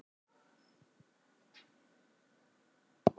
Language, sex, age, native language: Icelandic, male, 60-69, Icelandic